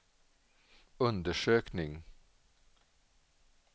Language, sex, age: Swedish, male, 47